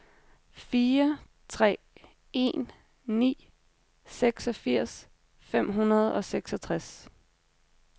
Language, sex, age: Danish, female, 26